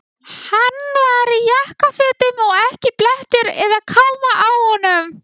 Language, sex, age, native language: Icelandic, other, 18-19, Icelandic